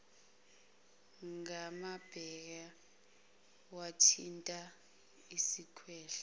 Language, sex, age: Zulu, female, 21